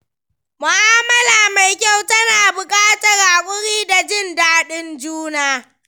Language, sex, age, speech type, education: Hausa, female, 15-29, read, primary